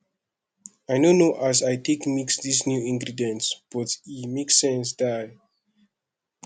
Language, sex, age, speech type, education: Nigerian Pidgin, male, 15-29, spontaneous, secondary